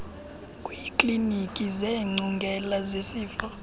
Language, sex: Xhosa, female